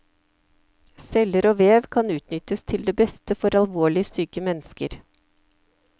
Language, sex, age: Norwegian, female, 54